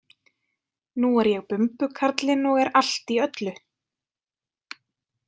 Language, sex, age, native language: Icelandic, female, 20-29, Icelandic